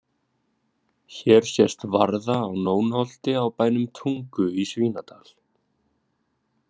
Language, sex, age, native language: Icelandic, male, 20-29, Icelandic